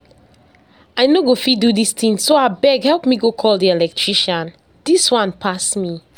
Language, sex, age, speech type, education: Nigerian Pidgin, female, 60+, spontaneous, tertiary